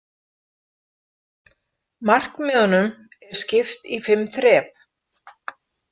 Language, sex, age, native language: Icelandic, female, 50-59, Icelandic